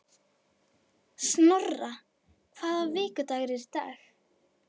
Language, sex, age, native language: Icelandic, female, 11, Icelandic